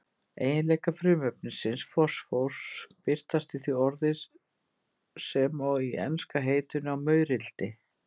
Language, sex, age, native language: Icelandic, female, 50-59, Icelandic